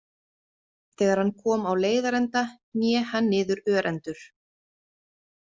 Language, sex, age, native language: Icelandic, female, 30-39, Icelandic